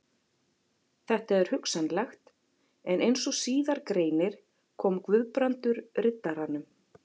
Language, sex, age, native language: Icelandic, female, 40-49, Icelandic